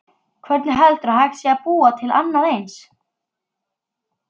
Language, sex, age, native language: Icelandic, female, 12, Icelandic